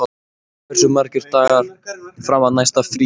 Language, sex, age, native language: Icelandic, male, 14, Icelandic